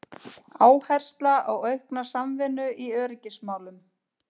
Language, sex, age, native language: Icelandic, female, 50-59, Icelandic